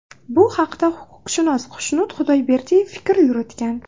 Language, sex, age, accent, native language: Uzbek, female, 18-24, Andijon, Uzbek